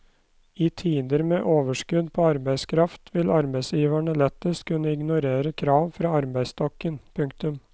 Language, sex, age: Norwegian, male, 29